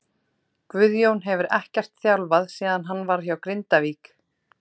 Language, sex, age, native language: Icelandic, female, 30-39, Icelandic